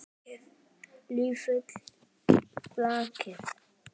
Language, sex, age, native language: Icelandic, male, 8, Icelandic